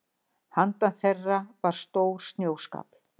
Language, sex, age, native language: Icelandic, female, 60-69, Icelandic